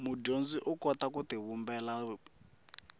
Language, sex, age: Tsonga, male, 18